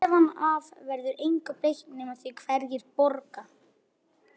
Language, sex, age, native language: Icelandic, male, 11, Icelandic